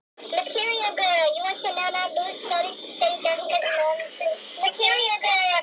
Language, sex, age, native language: Icelandic, other, 18-19, Icelandic